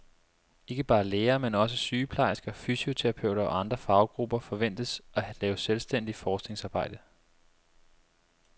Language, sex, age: Danish, male, 25